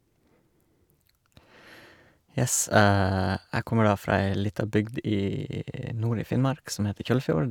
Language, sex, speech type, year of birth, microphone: Norwegian, male, spontaneous, 1986, Shure